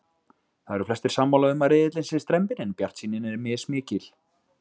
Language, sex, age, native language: Icelandic, male, 20-29, Icelandic